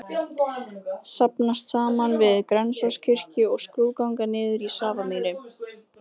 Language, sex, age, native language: Icelandic, female, 20-29, Icelandic